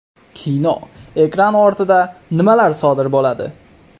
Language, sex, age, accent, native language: Uzbek, male, 18-24, Qoraqalpog'iston, Uzbek